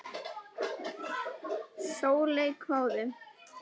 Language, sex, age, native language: Icelandic, female, 10, Icelandic